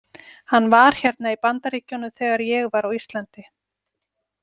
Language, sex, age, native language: Icelandic, female, 40-49, Icelandic